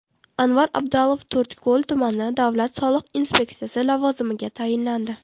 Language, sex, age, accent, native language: Uzbek, female, 18-24, Toshkent shahri, Uzbek